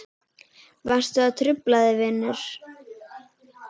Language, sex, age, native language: Icelandic, female, 8, Icelandic